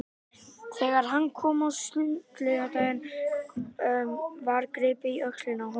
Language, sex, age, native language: Icelandic, male, 18-19, Icelandic